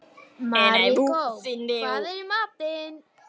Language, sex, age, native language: Icelandic, female, 12, Icelandic